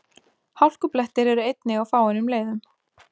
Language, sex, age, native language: Icelandic, female, 20-29, Icelandic